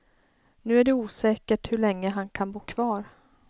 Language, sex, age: Swedish, female, 33